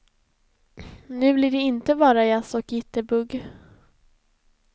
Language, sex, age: Swedish, female, 20